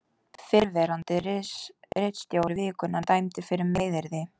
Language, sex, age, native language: Icelandic, female, 18-19, Icelandic